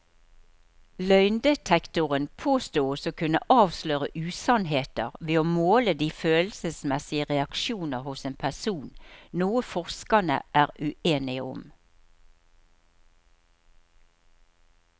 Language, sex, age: Norwegian, female, 63